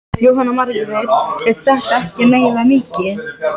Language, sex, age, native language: Icelandic, female, 18-19, Icelandic